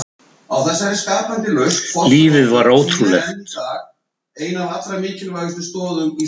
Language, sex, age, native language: Icelandic, male, 70-79, Icelandic